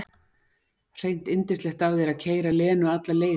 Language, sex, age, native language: Icelandic, female, 40-49, Icelandic